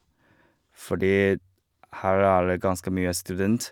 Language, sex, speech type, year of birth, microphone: Norwegian, male, spontaneous, 1985, Shure